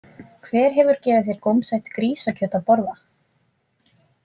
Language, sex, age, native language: Icelandic, female, 20-29, Icelandic